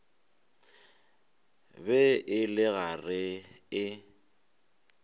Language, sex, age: Northern Sotho, male, 23